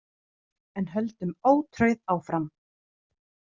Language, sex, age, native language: Icelandic, female, 30-39, Icelandic